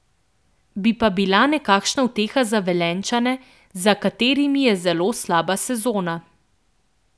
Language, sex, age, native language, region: Slovenian, female, 18-29, Slovenian, Central Slovenia